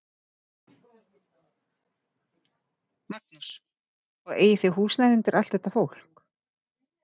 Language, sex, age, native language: Icelandic, female, 50-59, Icelandic